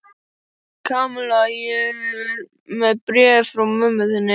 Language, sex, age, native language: Icelandic, female, 12, Icelandic